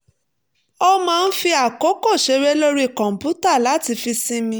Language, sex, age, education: Yoruba, female, 30-45, tertiary